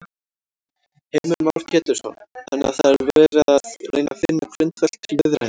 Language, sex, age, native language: Icelandic, female, 18-19, Icelandic